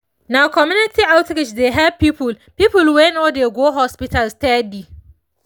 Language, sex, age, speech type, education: Nigerian Pidgin, female, 30-45, spontaneous, tertiary